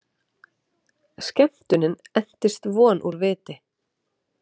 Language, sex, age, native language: Icelandic, female, 30-39, Icelandic